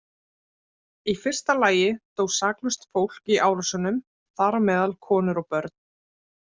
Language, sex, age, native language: Icelandic, female, 30-39, Icelandic